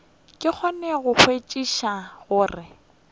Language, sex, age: Northern Sotho, female, 21